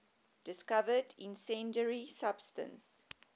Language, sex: English, female